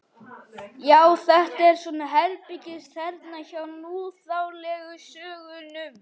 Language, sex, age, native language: Icelandic, male, 11, Icelandic